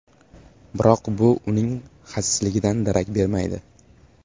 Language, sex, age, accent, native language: Uzbek, male, 18-24, Farg'ona, Uzbek